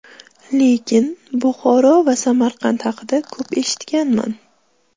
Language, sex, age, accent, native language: Uzbek, female, 18-24, Qashqadaryo, Uzbek